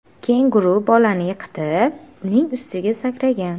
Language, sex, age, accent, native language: Uzbek, female, 18-24, Sirdaryo, Uzbek